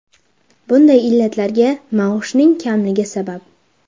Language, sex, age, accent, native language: Uzbek, female, under 19, Farg'ona, Uzbek